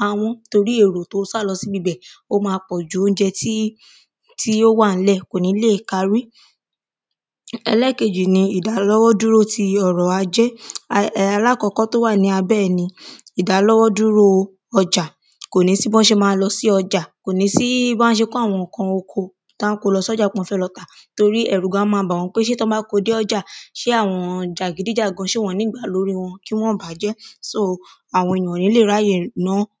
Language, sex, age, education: Yoruba, female, 15-29, secondary